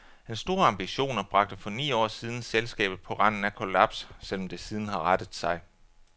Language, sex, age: Danish, male, 33